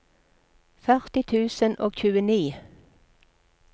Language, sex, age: Norwegian, female, 46